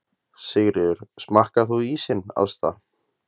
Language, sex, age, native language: Icelandic, male, 20-29, Icelandic